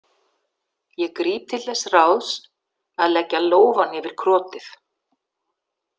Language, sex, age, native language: Icelandic, female, 60-69, Icelandic